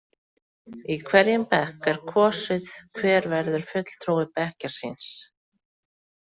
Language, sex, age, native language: Icelandic, female, 40-49, Icelandic